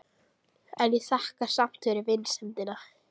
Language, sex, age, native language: Icelandic, female, 12, Icelandic